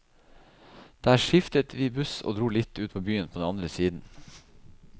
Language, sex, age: Norwegian, male, 37